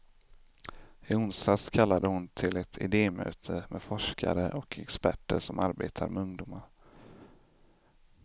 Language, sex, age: Swedish, male, 25